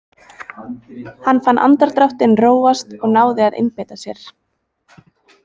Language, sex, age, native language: Icelandic, female, 20-29, Icelandic